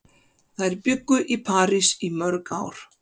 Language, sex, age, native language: Icelandic, female, 50-59, Icelandic